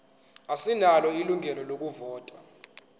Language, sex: Zulu, male